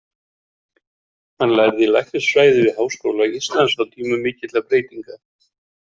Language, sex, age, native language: Icelandic, male, 70-79, Icelandic